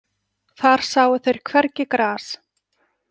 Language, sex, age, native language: Icelandic, female, 40-49, Icelandic